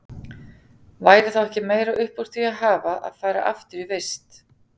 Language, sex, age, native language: Icelandic, female, 40-49, Icelandic